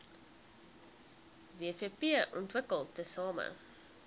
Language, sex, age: Afrikaans, female, 21